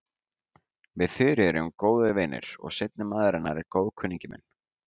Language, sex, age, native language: Icelandic, male, 18-19, Icelandic